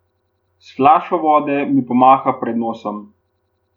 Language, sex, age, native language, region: Slovenian, male, 18-29, Slovenian, Gorenjska region